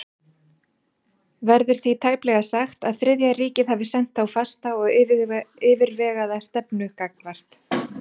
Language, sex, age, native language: Icelandic, female, 40-49, Icelandic